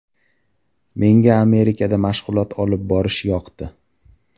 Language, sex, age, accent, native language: Uzbek, male, 18-24, Farg'ona, Uzbek